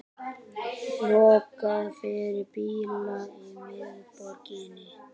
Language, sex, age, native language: Icelandic, male, 18-19, Icelandic